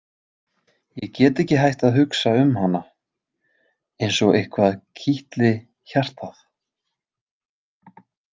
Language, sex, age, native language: Icelandic, male, 20-29, Icelandic